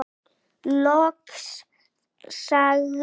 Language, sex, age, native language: Icelandic, male, 7, Icelandic